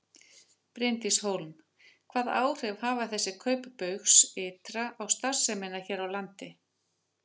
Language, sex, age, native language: Icelandic, female, 50-59, Icelandic